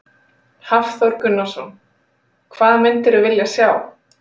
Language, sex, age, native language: Icelandic, female, 30-39, Icelandic